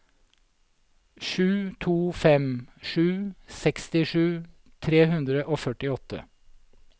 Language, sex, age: Norwegian, male, 47